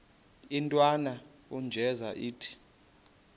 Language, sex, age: Xhosa, male, 28